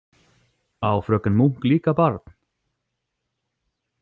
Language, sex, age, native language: Icelandic, male, 40-49, Icelandic